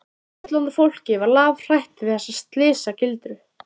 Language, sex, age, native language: Icelandic, female, 13, Icelandic